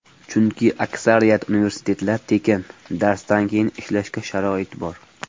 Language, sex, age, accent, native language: Uzbek, male, 18-24, Farg'ona, Uzbek